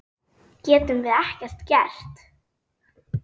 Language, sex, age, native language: Icelandic, female, 10, Icelandic